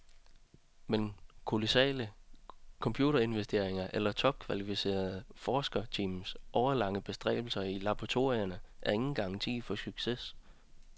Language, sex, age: Danish, male, 30